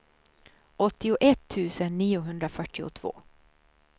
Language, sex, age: Swedish, female, 63